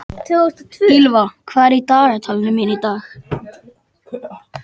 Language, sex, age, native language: Icelandic, male, 12, Icelandic